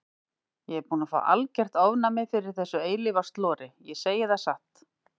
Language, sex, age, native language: Icelandic, female, 50-59, Icelandic